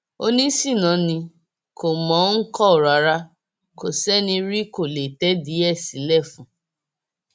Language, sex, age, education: Yoruba, female, 30-45, tertiary